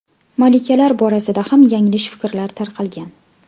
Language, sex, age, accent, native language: Uzbek, female, 18-24, Farg'ona, Uzbek